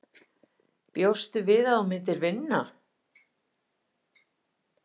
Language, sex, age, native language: Icelandic, female, 50-59, Icelandic